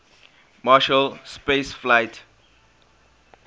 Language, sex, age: English, male, 18